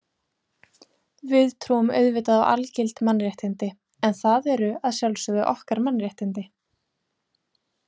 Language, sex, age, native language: Icelandic, female, 20-29, Icelandic